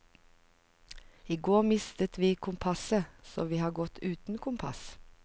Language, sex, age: Norwegian, female, 45